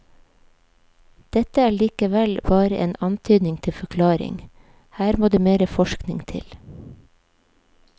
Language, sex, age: Norwegian, female, 37